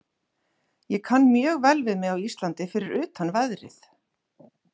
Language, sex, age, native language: Icelandic, female, 40-49, Icelandic